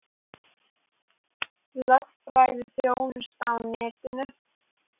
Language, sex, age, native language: Icelandic, female, 18-19, Icelandic